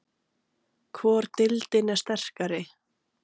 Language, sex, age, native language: Icelandic, female, 18-19, Icelandic